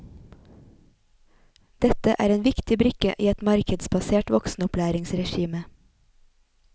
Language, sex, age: Norwegian, female, 28